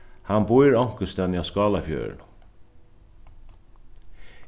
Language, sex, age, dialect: Faroese, male, 36-60, Norðurstreymoy/Eysturoy